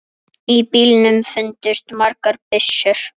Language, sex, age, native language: Icelandic, female, 8, Icelandic